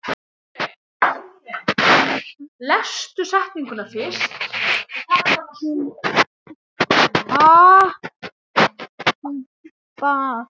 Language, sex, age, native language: Icelandic, male, 7, Icelandic